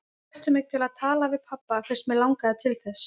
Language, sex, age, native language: Icelandic, female, 20-29, Icelandic